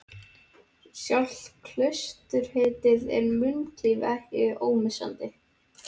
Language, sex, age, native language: Icelandic, male, 12, Icelandic